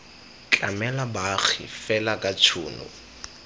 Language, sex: Tswana, male